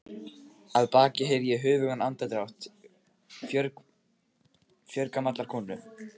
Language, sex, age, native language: Icelandic, male, 15, Icelandic